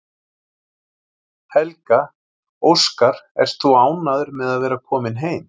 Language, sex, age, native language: Icelandic, male, 40-49, Icelandic